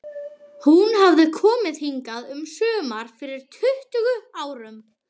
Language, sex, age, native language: Icelandic, male, 12, Icelandic